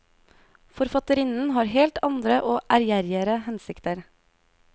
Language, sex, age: Norwegian, female, 22